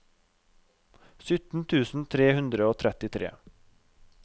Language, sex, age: Norwegian, male, 32